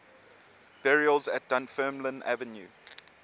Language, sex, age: English, male, 24